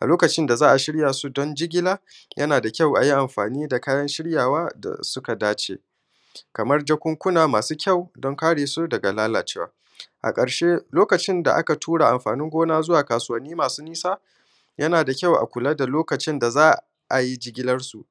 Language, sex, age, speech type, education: Hausa, male, 15-29, spontaneous, primary